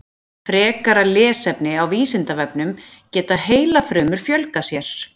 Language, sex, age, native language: Icelandic, female, 40-49, Icelandic